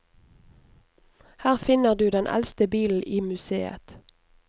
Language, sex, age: Norwegian, female, 29